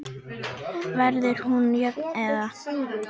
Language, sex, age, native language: Icelandic, female, 10, Icelandic